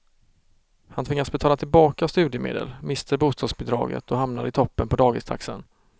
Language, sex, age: Swedish, male, 32